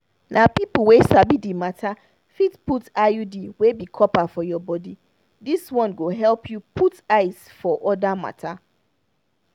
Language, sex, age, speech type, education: Nigerian Pidgin, female, 30-45, spontaneous, tertiary